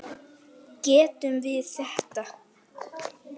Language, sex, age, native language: Icelandic, female, 8, Icelandic